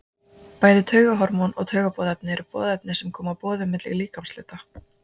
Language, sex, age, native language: Icelandic, female, 20-29, Icelandic